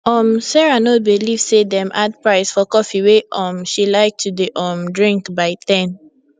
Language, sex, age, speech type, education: Nigerian Pidgin, female, 15-29, spontaneous, secondary